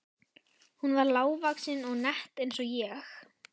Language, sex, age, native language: Icelandic, female, 11, Icelandic